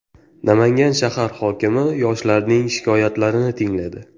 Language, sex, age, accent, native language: Uzbek, male, 18-24, Toshkent viloyati, Uzbek